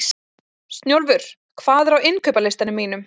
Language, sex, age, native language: Icelandic, female, 20-29, Icelandic